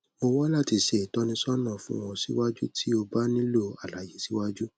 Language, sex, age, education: Yoruba, male, 15-29, tertiary